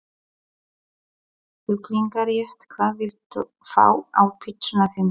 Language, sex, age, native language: Icelandic, female, 40-49, Polish